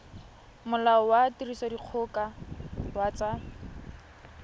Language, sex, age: Tswana, female, 20